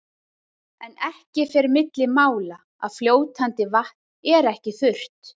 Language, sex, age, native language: Icelandic, female, 30-39, Icelandic